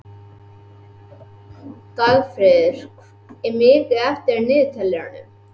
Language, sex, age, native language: Icelandic, male, 11, Icelandic